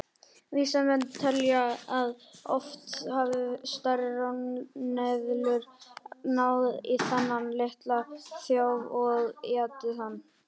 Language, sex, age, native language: Icelandic, male, 18-19, Icelandic